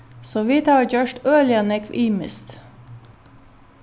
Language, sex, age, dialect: Faroese, female, 36-60, Norðuroyggjar